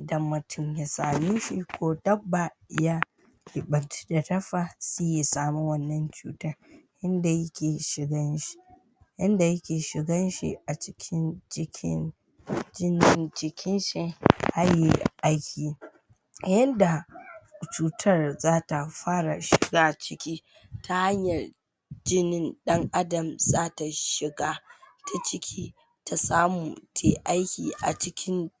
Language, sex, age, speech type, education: Hausa, female, 46-60, spontaneous, tertiary